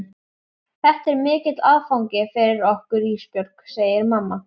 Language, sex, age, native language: Icelandic, female, 11, Icelandic